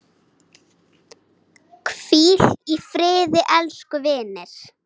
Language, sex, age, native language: Icelandic, female, 8, Icelandic